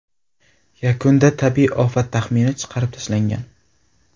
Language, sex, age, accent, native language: Uzbek, male, 18-24, Toshkent viloyati, Uzbek